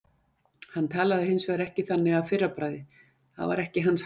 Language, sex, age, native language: Icelandic, female, 40-49, Icelandic